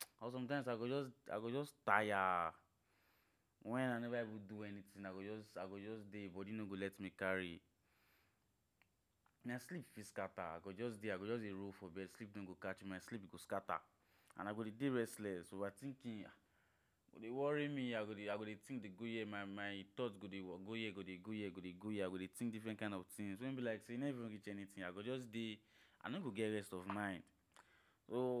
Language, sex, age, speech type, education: Nigerian Pidgin, male, 15-29, spontaneous, tertiary